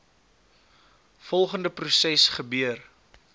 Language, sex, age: Afrikaans, male, 20